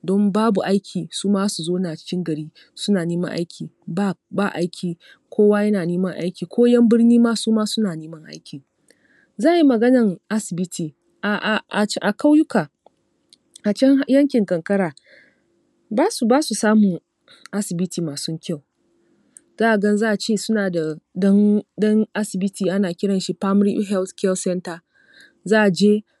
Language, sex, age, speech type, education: Hausa, female, 30-45, spontaneous, tertiary